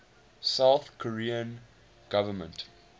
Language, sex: English, male